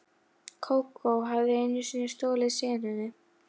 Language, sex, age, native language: Icelandic, female, 11, Icelandic